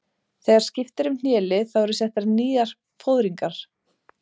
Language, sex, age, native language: Icelandic, female, 30-39, Icelandic